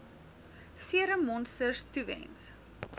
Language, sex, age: Afrikaans, female, 19